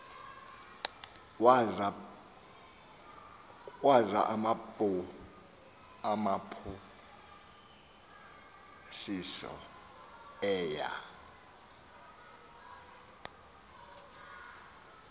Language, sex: Xhosa, male